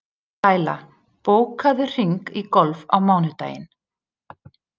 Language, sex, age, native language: Icelandic, female, 40-49, Icelandic